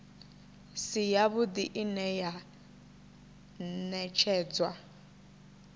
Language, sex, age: Venda, female, 21